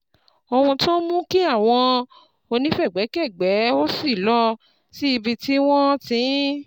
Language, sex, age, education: Yoruba, female, 30-45, tertiary